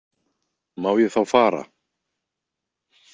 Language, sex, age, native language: Icelandic, male, 20-29, Icelandic